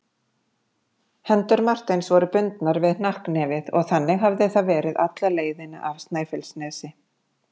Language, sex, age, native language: Icelandic, female, 50-59, Icelandic